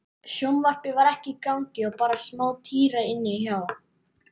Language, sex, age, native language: Icelandic, male, 12, Icelandic